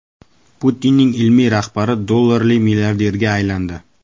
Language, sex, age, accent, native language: Uzbek, male, 18-24, Toshkent viloyati, Uzbek